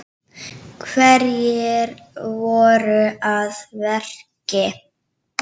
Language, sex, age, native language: Icelandic, female, 7, Icelandic